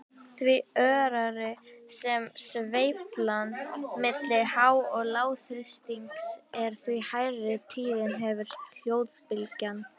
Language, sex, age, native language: Icelandic, male, 18-19, Icelandic